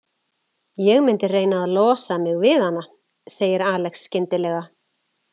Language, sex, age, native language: Icelandic, female, 40-49, Icelandic